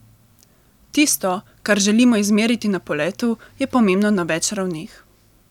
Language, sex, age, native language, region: Slovenian, female, 18-29, Slovenian, Central Slovenia